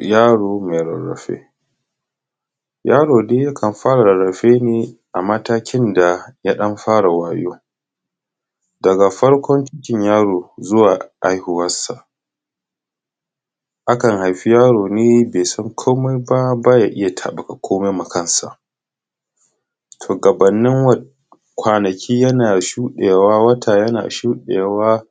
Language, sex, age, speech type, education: Hausa, male, 15-29, spontaneous, tertiary